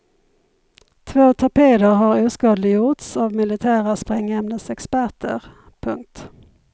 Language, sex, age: Swedish, female, 51